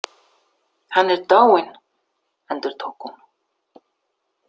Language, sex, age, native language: Icelandic, female, 60-69, Icelandic